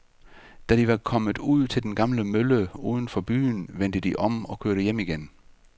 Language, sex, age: Danish, male, 48